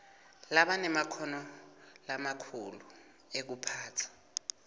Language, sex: Swati, male